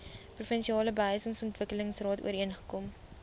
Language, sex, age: Afrikaans, female, 20